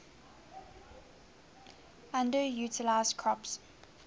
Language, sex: English, female